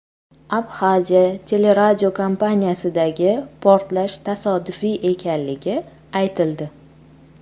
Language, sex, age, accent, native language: Uzbek, female, 25-34, Toshkent shahri, Uzbek